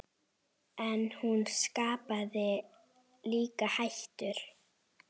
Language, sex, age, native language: Icelandic, female, 9, Icelandic